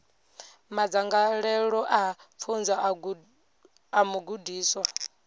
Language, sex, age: Venda, female, 22